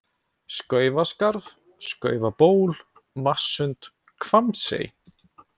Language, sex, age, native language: Icelandic, male, 20-29, Icelandic